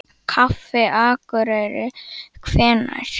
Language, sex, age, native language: Icelandic, male, 9, Icelandic